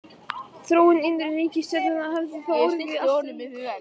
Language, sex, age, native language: Icelandic, male, 18-19, Icelandic